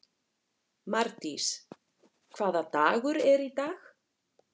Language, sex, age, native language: Icelandic, female, 40-49, Icelandic